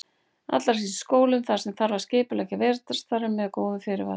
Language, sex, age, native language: Icelandic, female, 40-49, Icelandic